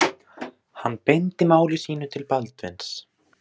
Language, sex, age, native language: Icelandic, male, 14, Icelandic